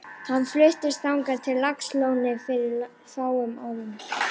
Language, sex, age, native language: Icelandic, female, 11, Icelandic